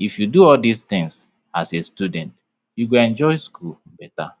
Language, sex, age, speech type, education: Nigerian Pidgin, male, 30-45, spontaneous, tertiary